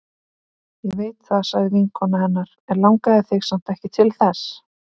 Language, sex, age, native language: Icelandic, female, 18-19, Icelandic